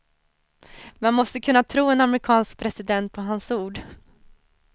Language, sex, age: Swedish, female, 30